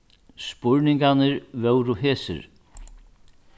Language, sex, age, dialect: Faroese, male, 61+, Norðurstreymoy/Eysturoy